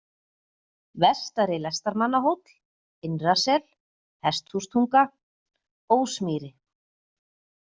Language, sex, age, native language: Icelandic, female, 40-49, Icelandic